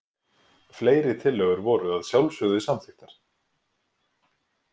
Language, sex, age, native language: Icelandic, male, 20-29, Icelandic